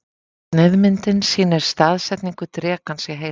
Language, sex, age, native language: Icelandic, female, 50-59, Icelandic